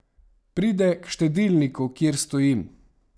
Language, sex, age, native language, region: Slovenian, male, 18-29, Slovenian, Savinja region